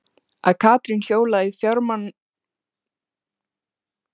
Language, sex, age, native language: Icelandic, female, 15, Icelandic